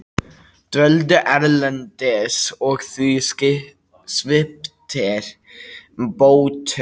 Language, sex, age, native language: Icelandic, male, 18-19, Icelandic